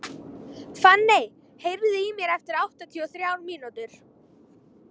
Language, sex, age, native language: Icelandic, female, 18-19, Icelandic